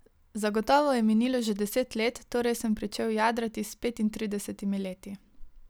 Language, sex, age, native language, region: Slovenian, female, 18-29, Slovenian, Savinja region